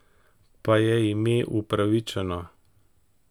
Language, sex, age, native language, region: Slovenian, male, 50-59, Slovenian, Central Slovenia